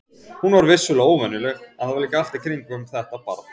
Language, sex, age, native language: Icelandic, male, 40-49, Icelandic